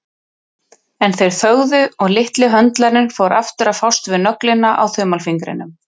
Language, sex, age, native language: Icelandic, female, 30-39, Icelandic